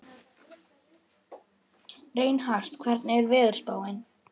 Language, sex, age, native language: Icelandic, female, 11, Icelandic